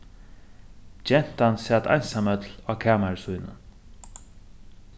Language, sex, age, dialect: Faroese, male, 36-60, Suðurstreymoy